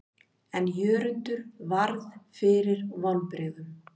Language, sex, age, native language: Icelandic, female, 50-59, Icelandic